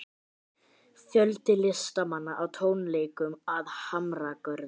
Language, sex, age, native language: Icelandic, male, 18-19, Icelandic